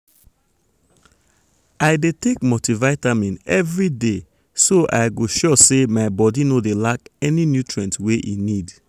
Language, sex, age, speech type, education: Nigerian Pidgin, male, 30-45, spontaneous, tertiary